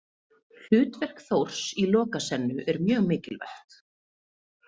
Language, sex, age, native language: Icelandic, female, 30-39, Icelandic